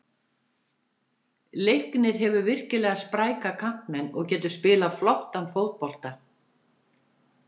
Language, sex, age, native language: Icelandic, female, 70-79, Icelandic